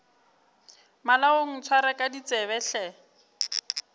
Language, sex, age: Northern Sotho, female, 29